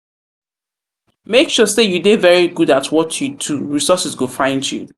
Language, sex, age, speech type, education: Nigerian Pidgin, female, 30-45, spontaneous, tertiary